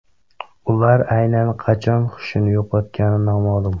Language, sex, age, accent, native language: Uzbek, male, 25-34, Jizzax, Uzbek